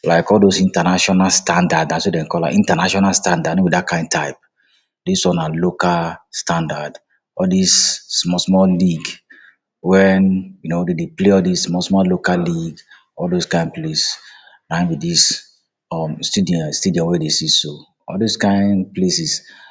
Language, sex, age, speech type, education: Nigerian Pidgin, male, 46-60, spontaneous, tertiary